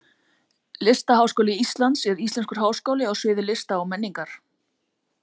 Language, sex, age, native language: Icelandic, female, 40-49, Icelandic